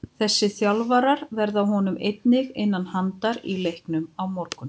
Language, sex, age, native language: Icelandic, female, 50-59, Icelandic